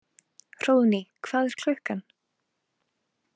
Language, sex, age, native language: Icelandic, female, 20-29, Icelandic